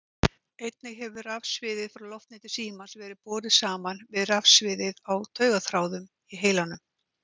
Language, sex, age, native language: Icelandic, female, 50-59, Icelandic